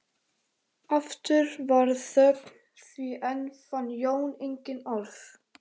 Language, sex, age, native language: Icelandic, male, 13, Icelandic